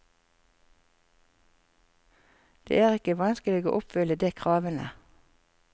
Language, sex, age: Norwegian, female, 54